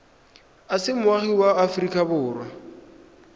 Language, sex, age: Tswana, male, 20